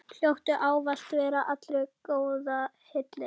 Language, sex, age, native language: Icelandic, female, 10, Icelandic